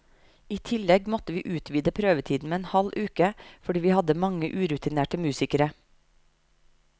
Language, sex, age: Norwegian, female, 30